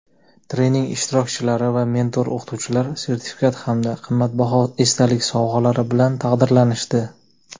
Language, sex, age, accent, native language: Uzbek, male, 25-34, Jizzax, Uzbek